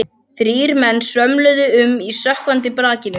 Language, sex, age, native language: Icelandic, other, 12, Icelandic